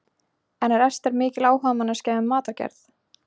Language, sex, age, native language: Icelandic, female, 20-29, Icelandic